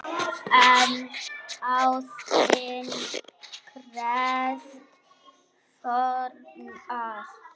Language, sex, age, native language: Icelandic, female, 6, Icelandic